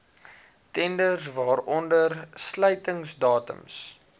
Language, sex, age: Afrikaans, male, 19